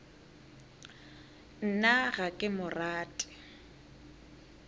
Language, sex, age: Northern Sotho, female, 18